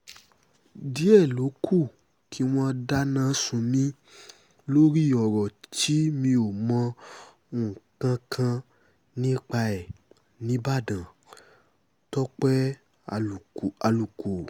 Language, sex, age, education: Yoruba, male, 15-29, tertiary